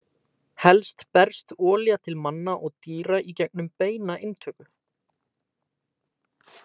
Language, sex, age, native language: Icelandic, male, 18-19, Icelandic